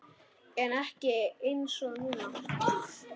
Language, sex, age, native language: Icelandic, male, 9, Icelandic